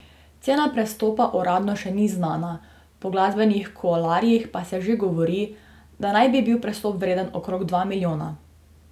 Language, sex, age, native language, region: Slovenian, female, 18-29, Slovenian, Drava region